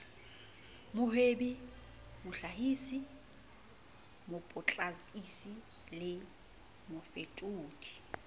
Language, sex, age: Southern Sotho, female, 35